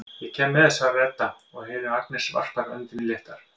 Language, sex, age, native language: Icelandic, male, 50-59, Icelandic